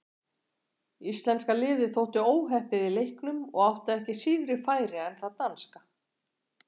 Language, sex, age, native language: Icelandic, female, 40-49, Icelandic